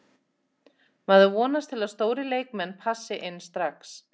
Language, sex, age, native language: Icelandic, female, 30-39, Icelandic